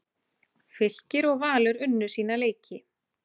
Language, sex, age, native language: Icelandic, female, 30-39, Icelandic